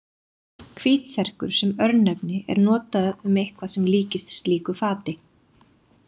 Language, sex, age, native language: Icelandic, female, 30-39, Icelandic